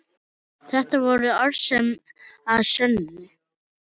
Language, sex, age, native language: Icelandic, male, 8, Icelandic